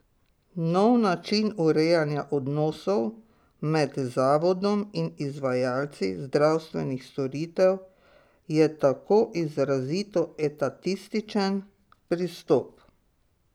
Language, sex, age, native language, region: Slovenian, female, 60+, Slovenian, Pomurje region